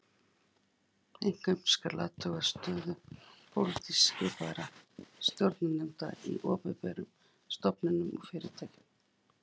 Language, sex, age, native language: Icelandic, female, 50-59, Icelandic